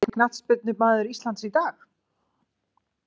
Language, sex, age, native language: Icelandic, female, 40-49, Icelandic